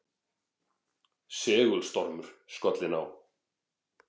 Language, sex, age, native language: Icelandic, male, 40-49, Icelandic